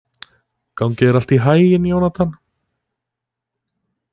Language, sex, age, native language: Icelandic, male, 20-29, Icelandic